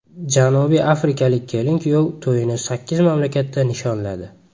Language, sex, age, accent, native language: Uzbek, male, 19-29, Farg'ona, Uzbek